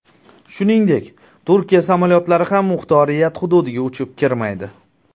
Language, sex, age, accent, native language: Uzbek, male, 19-29, Surxondaryo, Uzbek